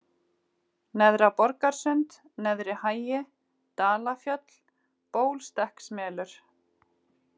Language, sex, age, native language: Icelandic, female, 30-39, Icelandic